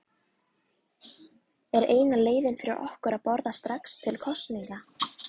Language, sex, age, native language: Icelandic, female, 11, Icelandic